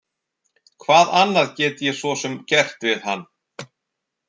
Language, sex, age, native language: Icelandic, male, 40-49, Icelandic